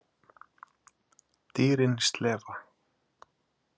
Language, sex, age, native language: Icelandic, male, 40-49, Icelandic